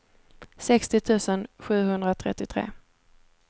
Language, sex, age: Swedish, female, 17